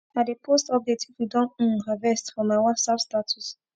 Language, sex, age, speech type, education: Nigerian Pidgin, female, 15-29, spontaneous, tertiary